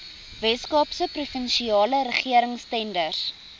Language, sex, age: Afrikaans, female, 19